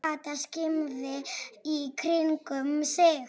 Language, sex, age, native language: Icelandic, female, 7, Polish